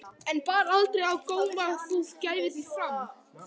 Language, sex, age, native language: Icelandic, male, 11, Icelandic